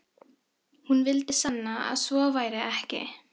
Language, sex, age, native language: Icelandic, female, 13, Filipino